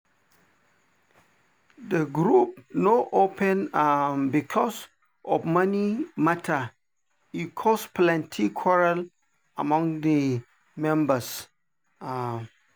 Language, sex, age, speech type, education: Nigerian Pidgin, male, 30-45, spontaneous, tertiary